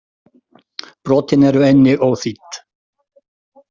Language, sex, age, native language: Icelandic, male, 60-69, Icelandic